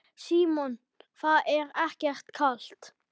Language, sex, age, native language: Icelandic, male, 10, Icelandic